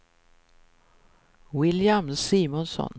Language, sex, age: Swedish, female, 64